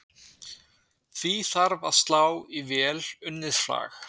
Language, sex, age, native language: Icelandic, male, 20-29, Icelandic